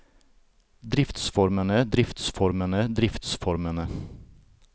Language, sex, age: Norwegian, male, 38